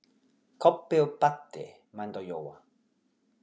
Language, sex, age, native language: Icelandic, male, 40-49, Portuguese